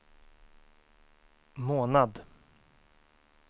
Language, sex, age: Swedish, male, 24